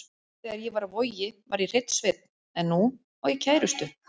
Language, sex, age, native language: Icelandic, female, 40-49, Icelandic